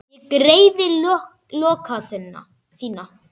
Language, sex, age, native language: Icelandic, male, 10, Icelandic